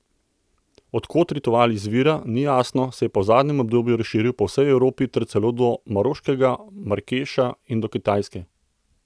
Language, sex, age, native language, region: Slovenian, male, 30-49, Slovenian, Central Slovenia